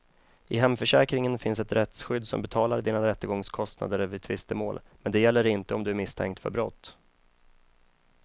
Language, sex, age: Swedish, male, 31